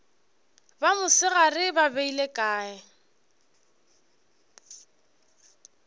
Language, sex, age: Northern Sotho, female, 21